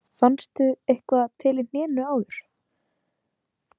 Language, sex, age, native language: Icelandic, female, 20-29, Icelandic